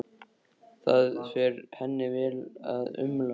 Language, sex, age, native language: Icelandic, male, 13, Icelandic